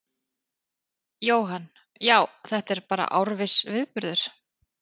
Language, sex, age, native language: Icelandic, female, 30-39, Icelandic